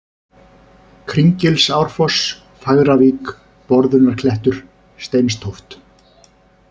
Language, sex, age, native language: Icelandic, male, 30-39, Icelandic